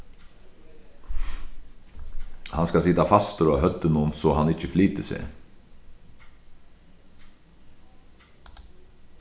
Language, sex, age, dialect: Faroese, male, 36-60, Sandoy